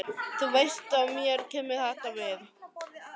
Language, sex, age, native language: Icelandic, male, 11, Icelandic